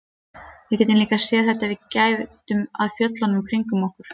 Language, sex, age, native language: Icelandic, female, 30-39, Icelandic